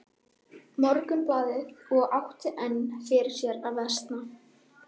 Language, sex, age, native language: Icelandic, female, 12, Icelandic